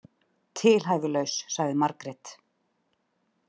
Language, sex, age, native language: Icelandic, female, 30-39, Icelandic